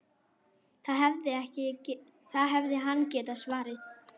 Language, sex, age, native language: Icelandic, female, 10, Icelandic